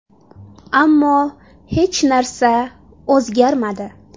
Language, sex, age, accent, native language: Uzbek, female, 18-24, Samarqand, Uzbek